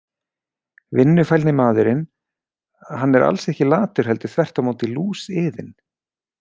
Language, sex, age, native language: Icelandic, male, 40-49, Icelandic